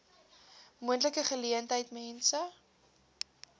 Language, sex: Afrikaans, female